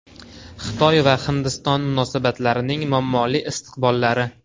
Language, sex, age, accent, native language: Uzbek, male, 18-24, Farg'ona, Uzbek